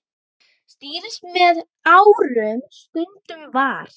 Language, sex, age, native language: Icelandic, female, 9, Icelandic